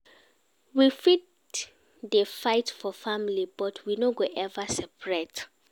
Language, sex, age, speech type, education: Nigerian Pidgin, female, 15-29, read, secondary